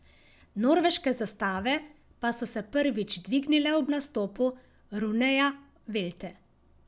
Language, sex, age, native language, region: Slovenian, female, 50-59, Slovenian, Savinja region